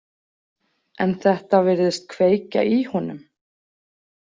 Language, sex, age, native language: Icelandic, female, 40-49, Icelandic